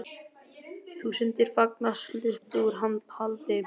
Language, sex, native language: Icelandic, male, Icelandic